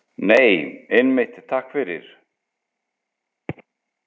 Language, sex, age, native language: Icelandic, male, 60-69, Icelandic